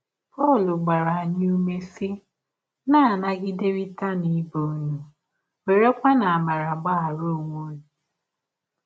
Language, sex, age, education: Igbo, female, 15-29, tertiary